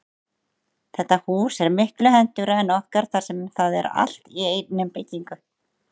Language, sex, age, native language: Icelandic, female, 30-39, Icelandic